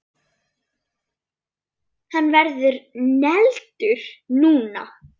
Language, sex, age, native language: Icelandic, female, 8, Icelandic